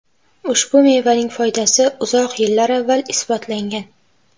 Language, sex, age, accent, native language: Uzbek, female, 12-17, Toshkent viloyati, Uzbek